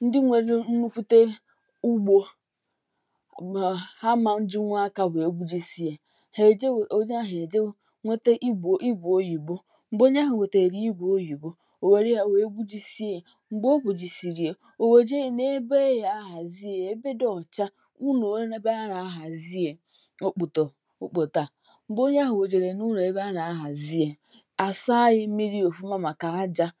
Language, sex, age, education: Igbo, female, 15-29, tertiary